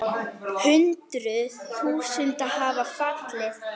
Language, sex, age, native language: Icelandic, female, 8, Icelandic